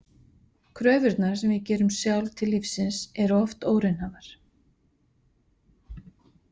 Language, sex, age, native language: Icelandic, female, 50-59, Icelandic